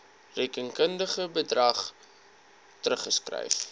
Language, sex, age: Afrikaans, male, 22